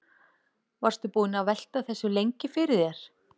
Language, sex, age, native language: Icelandic, female, 40-49, Icelandic